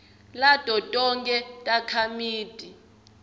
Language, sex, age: Swati, female, 22